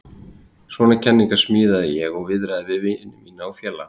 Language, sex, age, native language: Icelandic, male, 30-39, Icelandic